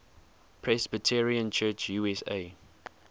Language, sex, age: English, male, 20